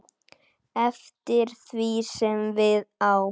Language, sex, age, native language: Icelandic, male, 9, Icelandic